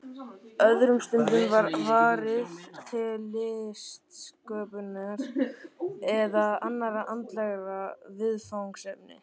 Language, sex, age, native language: Icelandic, male, 13, Icelandic